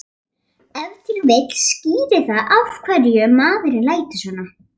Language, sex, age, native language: Icelandic, female, 11, Icelandic